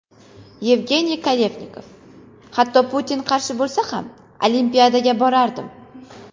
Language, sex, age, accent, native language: Uzbek, female, 19-29, Qashqadaryo, Uzbek